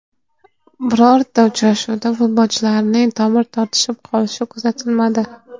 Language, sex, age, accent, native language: Uzbek, female, 25-34, Toshkent viloyati, Kazakh